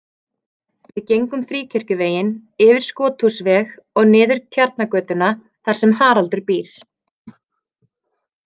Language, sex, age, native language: Icelandic, female, 30-39, Icelandic